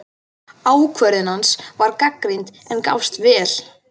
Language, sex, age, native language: Icelandic, male, 12, Icelandic